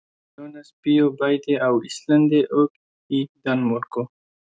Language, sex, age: Icelandic, male, 20-29